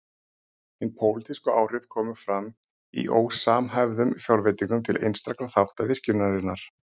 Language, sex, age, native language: Icelandic, male, 30-39, Icelandic